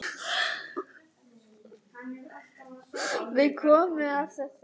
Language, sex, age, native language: Icelandic, female, 10, Icelandic